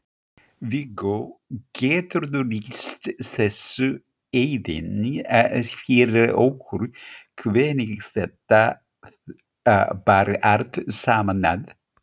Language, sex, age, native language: Icelandic, male, 50-59, Icelandic